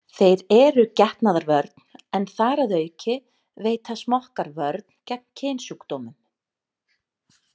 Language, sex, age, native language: Icelandic, female, 30-39, Icelandic